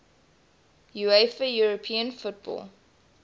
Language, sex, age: English, female, 20